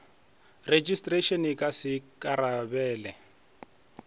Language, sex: Northern Sotho, male